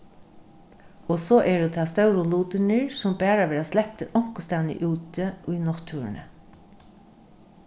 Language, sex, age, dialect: Faroese, female, 36-60, Norðurstreymoy/Eysturoy